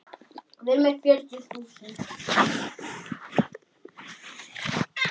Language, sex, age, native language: Icelandic, male, 9, Icelandic